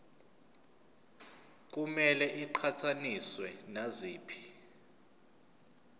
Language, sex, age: Zulu, male, 29